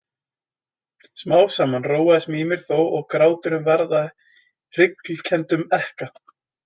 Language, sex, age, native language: Icelandic, male, 20-29, Icelandic